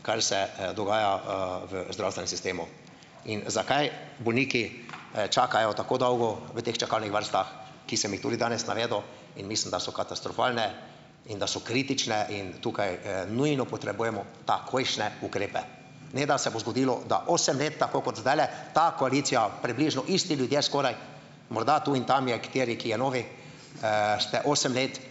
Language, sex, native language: Slovenian, male, Slovenian